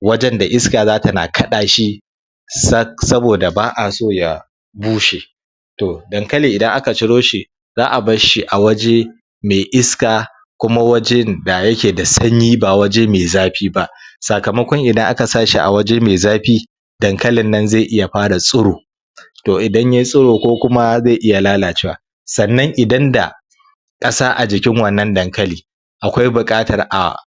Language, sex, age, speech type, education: Hausa, male, 15-29, spontaneous, tertiary